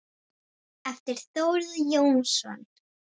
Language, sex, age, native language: Icelandic, female, 8, Icelandic